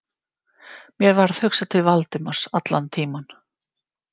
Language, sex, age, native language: Icelandic, female, 50-59, Icelandic